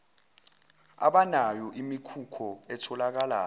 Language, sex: Zulu, male